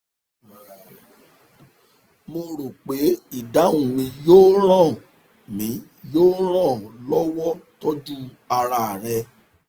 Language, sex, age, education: Yoruba, male, 30-45, tertiary